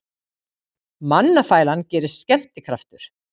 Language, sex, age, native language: Icelandic, female, 50-59, Icelandic